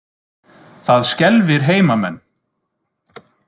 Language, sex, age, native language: Icelandic, male, 30-39, Icelandic